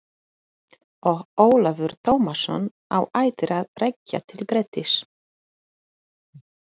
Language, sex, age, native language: Icelandic, female, 30-39, Polish